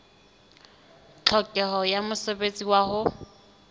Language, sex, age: Southern Sotho, female, 20